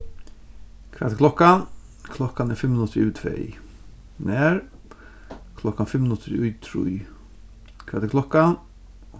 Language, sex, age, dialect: Faroese, male, 36-60, Norðurstreymoy/Eysturoy